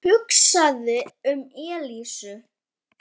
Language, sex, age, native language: Icelandic, male, 10, Icelandic